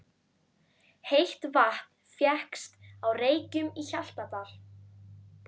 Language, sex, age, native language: Icelandic, female, 13, Icelandic